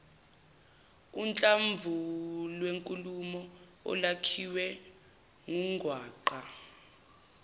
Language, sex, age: Zulu, male, 23